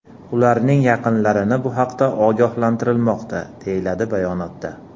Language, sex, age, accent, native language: Uzbek, male, 40-49, Andijon, Uzbek